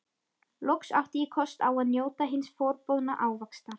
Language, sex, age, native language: Icelandic, female, 13, Icelandic